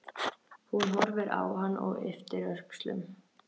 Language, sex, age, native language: Icelandic, female, 13, Icelandic